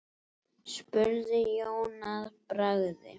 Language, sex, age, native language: Icelandic, female, 7, Icelandic